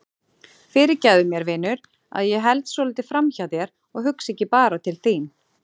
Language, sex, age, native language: Icelandic, female, 40-49, Icelandic